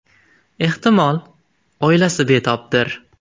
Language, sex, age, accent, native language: Uzbek, male, 19-29, Andijon, Uzbek